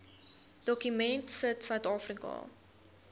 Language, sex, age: Afrikaans, female, 22